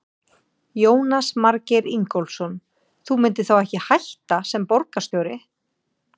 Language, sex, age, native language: Icelandic, female, 40-49, Icelandic